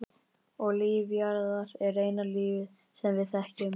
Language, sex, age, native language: Icelandic, male, 18-19, Icelandic